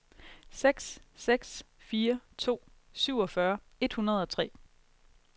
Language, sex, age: Danish, female, 22